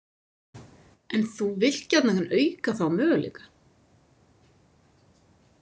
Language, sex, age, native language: Icelandic, female, 50-59, Icelandic